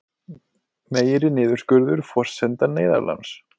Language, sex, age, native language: Icelandic, male, 20-29, Icelandic